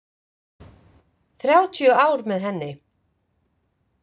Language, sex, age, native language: Icelandic, female, 50-59, Icelandic